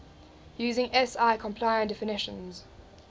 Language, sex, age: English, female, 20